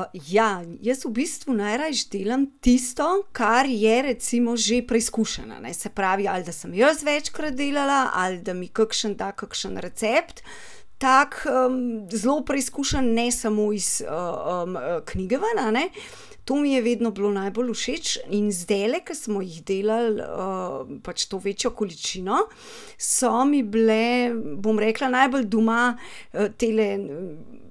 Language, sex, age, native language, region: Slovenian, female, 30-49, Slovenian, Central Slovenia